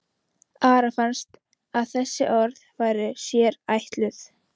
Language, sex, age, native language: Icelandic, female, 15, Icelandic